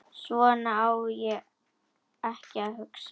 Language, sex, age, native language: Icelandic, female, 10, Icelandic